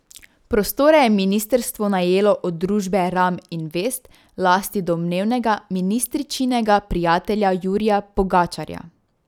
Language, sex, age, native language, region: Slovenian, female, 18-29, Slovenian, Drava region